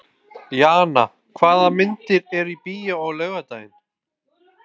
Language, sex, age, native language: Icelandic, male, 20-29, Icelandic